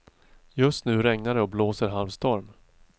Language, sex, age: Swedish, male, 42